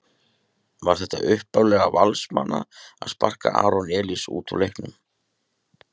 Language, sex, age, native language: Icelandic, male, 30-39, Icelandic